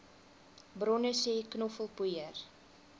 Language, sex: Afrikaans, female